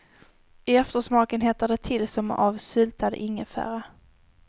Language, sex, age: Swedish, female, 18